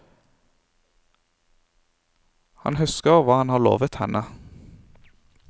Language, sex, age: Norwegian, male, 23